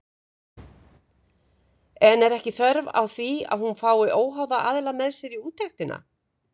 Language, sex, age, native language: Icelandic, female, 50-59, Icelandic